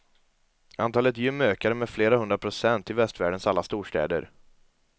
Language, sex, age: Swedish, male, 22